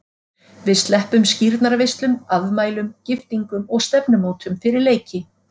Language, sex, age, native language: Icelandic, female, 40-49, Icelandic